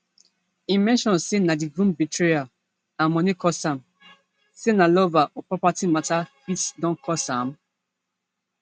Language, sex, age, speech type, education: Nigerian Pidgin, female, 15-29, spontaneous, tertiary